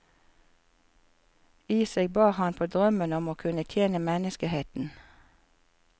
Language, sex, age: Norwegian, female, 54